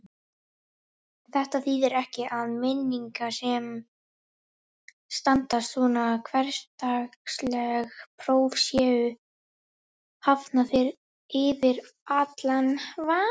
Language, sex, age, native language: Icelandic, female, 18-19, Icelandic